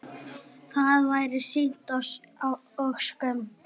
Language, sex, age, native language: Icelandic, male, 7, Icelandic